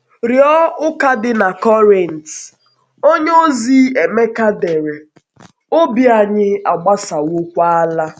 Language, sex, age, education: Igbo, female, 15-29, secondary